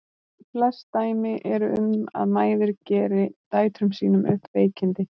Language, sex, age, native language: Icelandic, female, 30-39, Icelandic